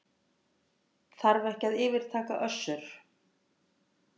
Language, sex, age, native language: Icelandic, female, 60-69, Icelandic